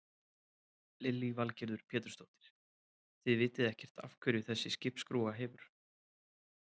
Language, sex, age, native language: Icelandic, male, 30-39, Icelandic